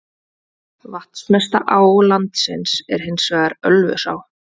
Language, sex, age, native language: Icelandic, female, 20-29, Icelandic